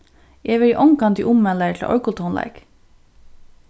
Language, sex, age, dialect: Faroese, female, 15-35, Suðurstreymoy